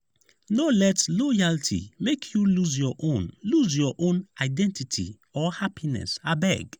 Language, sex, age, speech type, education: Nigerian Pidgin, male, 15-29, spontaneous, tertiary